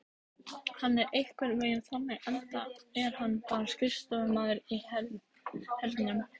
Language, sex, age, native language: Icelandic, female, 18-19, Icelandic